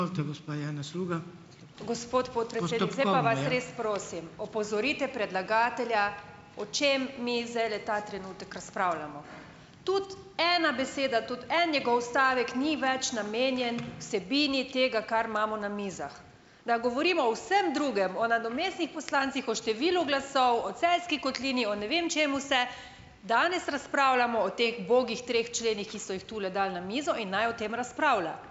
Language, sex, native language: Slovenian, female, Slovenian